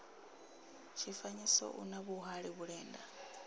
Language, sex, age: Venda, female, 26